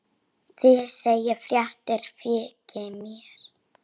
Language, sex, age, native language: Icelandic, female, 6, Icelandic